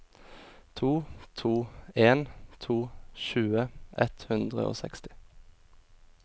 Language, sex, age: Norwegian, male, 24